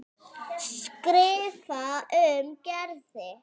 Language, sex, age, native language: Icelandic, female, 9, Icelandic